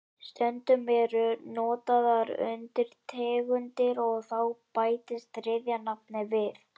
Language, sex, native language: Icelandic, male, Icelandic